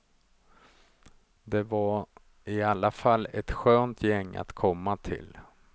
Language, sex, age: Swedish, male, 35